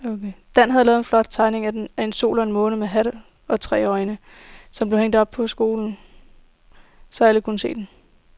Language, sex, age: Danish, female, 18